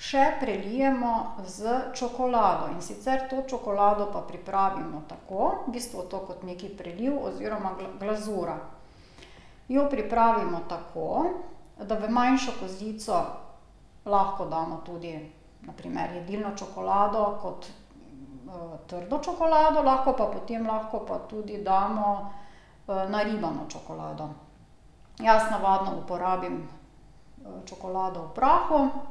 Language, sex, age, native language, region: Slovenian, female, 50-59, Slovenian, Drava region